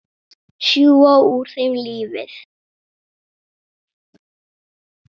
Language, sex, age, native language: Icelandic, male, 8, Icelandic